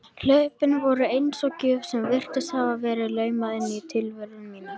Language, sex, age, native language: Icelandic, male, 18-19, Icelandic